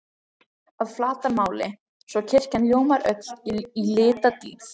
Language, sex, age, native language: Icelandic, other, 13, Icelandic